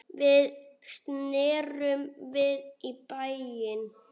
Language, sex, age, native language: Icelandic, female, 8, Icelandic